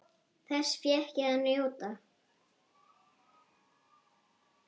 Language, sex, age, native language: Icelandic, female, 9, Icelandic